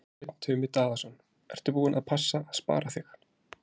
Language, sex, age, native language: Icelandic, male, 30-39, Icelandic